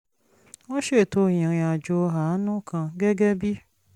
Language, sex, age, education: Yoruba, female, 30-45, tertiary